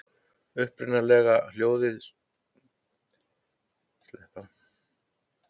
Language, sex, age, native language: Icelandic, male, 50-59, Icelandic